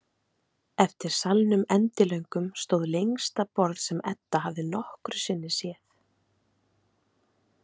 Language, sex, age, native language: Icelandic, female, 30-39, Icelandic